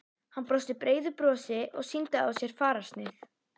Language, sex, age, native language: Icelandic, female, 11, Icelandic